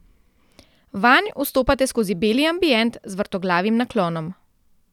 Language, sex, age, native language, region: Slovenian, female, 30-49, Slovenian, Central Slovenia